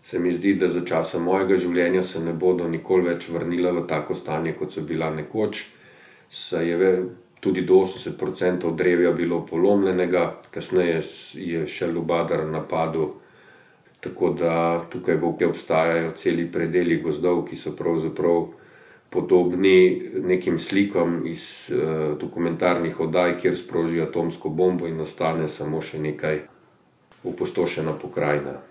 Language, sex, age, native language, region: Slovenian, male, 50-59, Slovenian, Central Slovenia